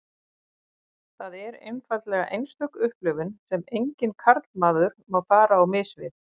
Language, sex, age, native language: Icelandic, female, 50-59, Icelandic